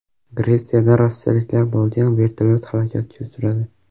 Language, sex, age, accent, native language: Uzbek, male, 12-17, Xorazm, Uzbek